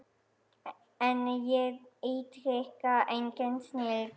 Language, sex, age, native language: Icelandic, female, 10, German